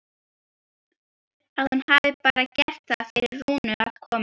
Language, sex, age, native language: Icelandic, female, 12, Icelandic